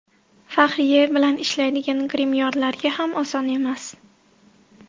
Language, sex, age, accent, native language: Uzbek, female, 18-24, Namangan, Uzbek